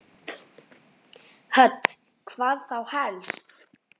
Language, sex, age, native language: Icelandic, male, 9, Icelandic